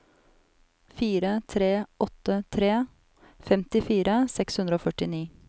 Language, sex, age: Norwegian, female, 34